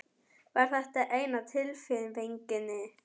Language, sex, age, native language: Icelandic, female, 11, German